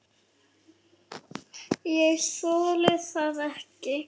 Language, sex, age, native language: Icelandic, male, 6, Icelandic